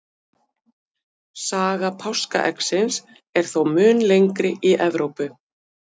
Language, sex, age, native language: Icelandic, female, 50-59, Icelandic